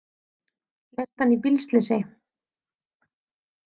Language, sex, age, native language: Icelandic, female, 30-39, Icelandic